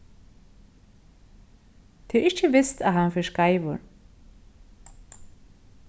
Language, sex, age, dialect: Faroese, female, 36-60, Norðurstreymoy/Eysturoy